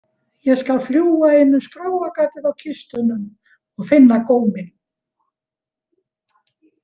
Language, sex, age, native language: Icelandic, female, 70-79, Icelandic